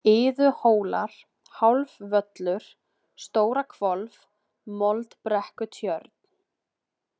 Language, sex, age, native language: Icelandic, female, 20-29, Icelandic